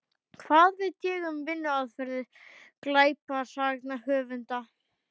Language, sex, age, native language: Icelandic, male, 12, Icelandic